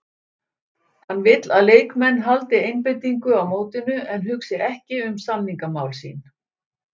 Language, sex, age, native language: Icelandic, female, 60-69, Icelandic